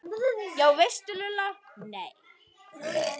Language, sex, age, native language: Icelandic, female, 10, Icelandic